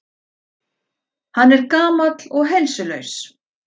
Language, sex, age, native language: Icelandic, female, 40-49, Icelandic